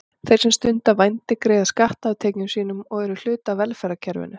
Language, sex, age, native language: Icelandic, female, 40-49, Icelandic